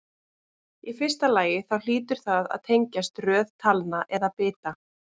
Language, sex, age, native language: Icelandic, female, 30-39, Icelandic